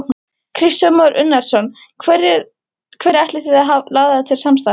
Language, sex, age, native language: Icelandic, female, 13, Icelandic